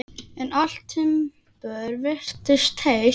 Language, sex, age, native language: Icelandic, male, 10, Icelandic